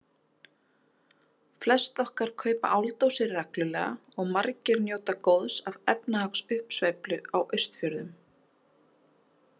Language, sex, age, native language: Icelandic, female, 30-39, Icelandic